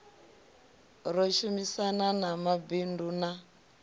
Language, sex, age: Venda, female, 25